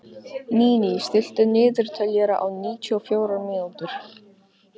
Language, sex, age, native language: Icelandic, male, 15, Icelandic